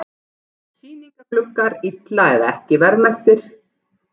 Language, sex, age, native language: Icelandic, female, 40-49, Icelandic